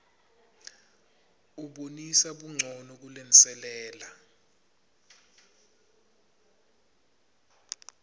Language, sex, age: Swati, male, 25